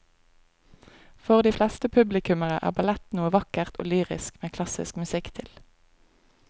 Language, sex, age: Norwegian, female, 25